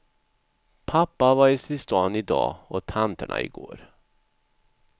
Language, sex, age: Swedish, male, 64